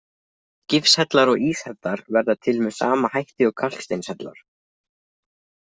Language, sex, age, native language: Icelandic, other, 20-29, Icelandic